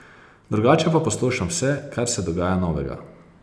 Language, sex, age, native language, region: Slovenian, male, 30-49, Slovenian, Posavska region